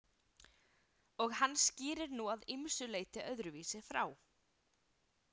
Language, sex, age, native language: Icelandic, female, 18-19, Icelandic